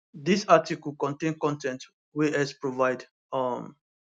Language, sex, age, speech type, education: Nigerian Pidgin, male, 15-29, spontaneous, tertiary